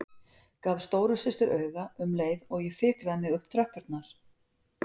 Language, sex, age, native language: Icelandic, female, 50-59, Icelandic